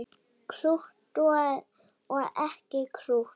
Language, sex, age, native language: Icelandic, female, 8, Danish